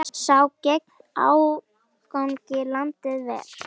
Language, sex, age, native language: Icelandic, female, 10, Icelandic